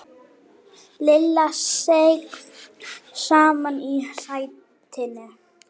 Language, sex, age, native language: Icelandic, male, 9, Icelandic